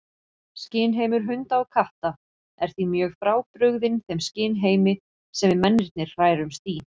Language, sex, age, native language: Icelandic, female, 40-49, Icelandic